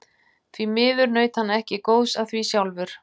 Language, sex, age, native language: Icelandic, female, 50-59, Icelandic